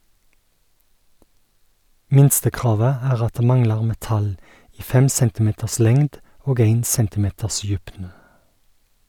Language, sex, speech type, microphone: Norwegian, male, read, Sennheiser